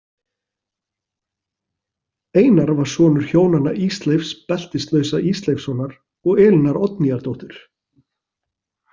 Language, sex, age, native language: Icelandic, male, 40-49, Icelandic